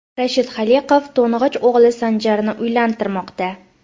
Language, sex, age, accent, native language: Uzbek, female, 25-34, Farg'ona, Uzbek